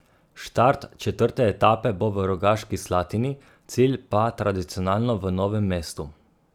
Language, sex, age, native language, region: Slovenian, male, 30-49, Slovenian, Gorica region